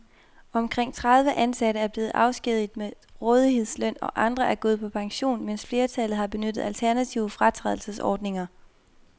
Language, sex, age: Danish, female, 24